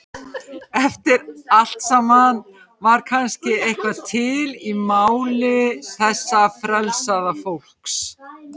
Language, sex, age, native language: Icelandic, female, 50-59, Icelandic